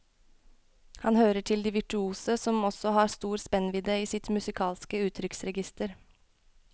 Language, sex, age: Norwegian, female, 21